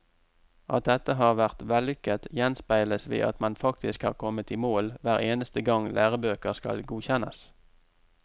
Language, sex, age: Norwegian, male, 44